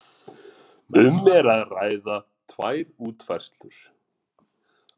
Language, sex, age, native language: Icelandic, male, 40-49, Icelandic